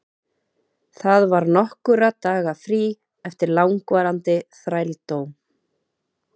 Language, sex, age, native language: Icelandic, female, 30-39, Icelandic